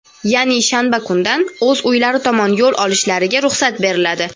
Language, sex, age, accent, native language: Uzbek, female, 19-29, Toshkent viloyati, Uzbek